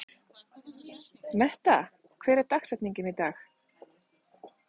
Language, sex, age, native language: Icelandic, female, 30-39, Icelandic